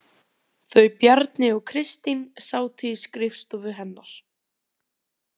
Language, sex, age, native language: Icelandic, female, 20-29, Icelandic